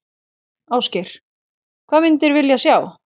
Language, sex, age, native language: Icelandic, female, 9, Icelandic